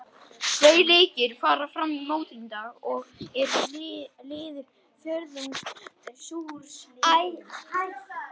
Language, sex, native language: Icelandic, male, Icelandic